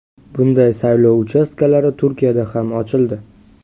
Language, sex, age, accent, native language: Uzbek, male, 18-24, Sirdaryo, Uzbek